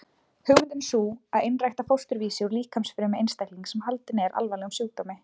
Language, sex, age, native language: Icelandic, female, 20-29, Icelandic